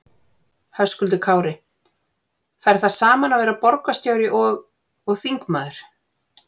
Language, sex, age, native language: Icelandic, female, 40-49, Icelandic